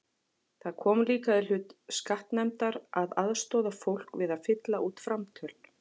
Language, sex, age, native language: Icelandic, female, 40-49, Icelandic